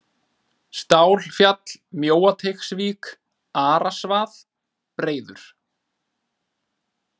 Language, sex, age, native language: Icelandic, male, 30-39, Icelandic